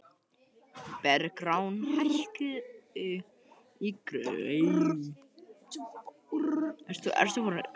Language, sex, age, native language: Icelandic, female, 13, Icelandic